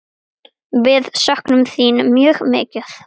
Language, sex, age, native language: Icelandic, female, 9, Icelandic